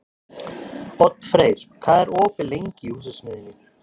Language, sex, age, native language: Icelandic, male, 30-39, Icelandic